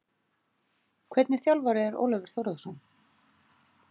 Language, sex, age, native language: Icelandic, female, 40-49, Icelandic